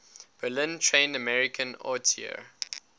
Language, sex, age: English, male, 19